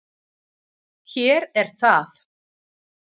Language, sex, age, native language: Icelandic, female, 30-39, Icelandic